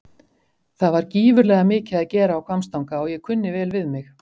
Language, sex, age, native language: Icelandic, female, 50-59, Icelandic